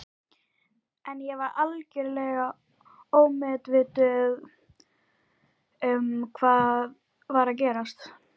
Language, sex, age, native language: Icelandic, female, 12, Icelandic